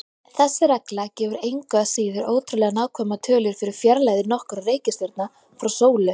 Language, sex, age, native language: Icelandic, female, 20-29, Icelandic